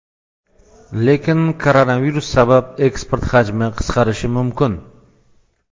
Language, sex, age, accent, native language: Uzbek, male, 35+, Xorazm, Uzbek